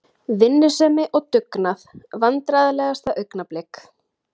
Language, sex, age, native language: Icelandic, female, 30-39, Icelandic